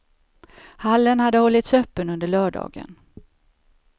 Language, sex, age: Swedish, female, 54